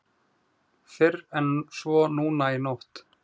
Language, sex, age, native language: Icelandic, male, 20-29, Icelandic